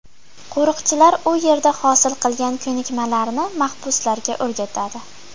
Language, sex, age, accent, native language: Uzbek, female, 12-17, Farg'ona, Uzbek